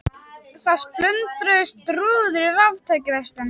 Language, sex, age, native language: Icelandic, male, 18-19, Icelandic